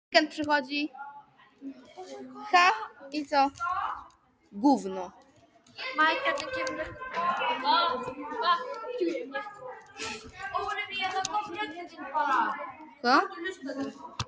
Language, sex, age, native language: Icelandic, female, 12, Icelandic